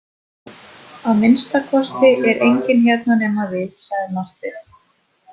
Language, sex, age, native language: Icelandic, female, 30-39, Icelandic